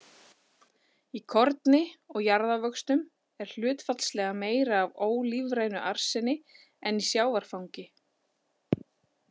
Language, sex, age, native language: Icelandic, female, 40-49, Icelandic